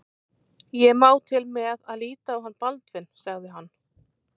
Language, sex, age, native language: Icelandic, female, 30-39, Icelandic